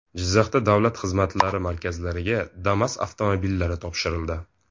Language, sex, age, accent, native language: Uzbek, male, 18-24, Toshkent shahri, Uzbek